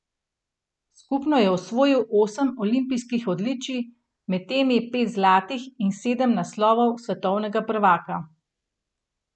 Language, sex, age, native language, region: Slovenian, female, 30-49, Slovenian, Gorenjska region